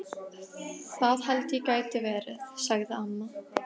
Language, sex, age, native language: Icelandic, female, 12, Icelandic